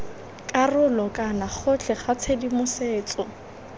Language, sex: Tswana, female